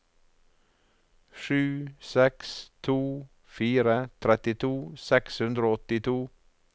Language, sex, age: Norwegian, male, 48